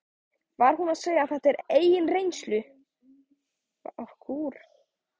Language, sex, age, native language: Icelandic, male, 14, Polish